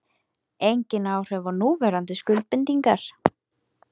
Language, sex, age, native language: Icelandic, female, 18-19, Icelandic